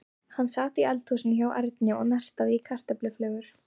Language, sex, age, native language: Icelandic, female, 12, Icelandic